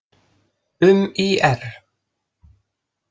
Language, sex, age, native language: Icelandic, other, 30-39, Icelandic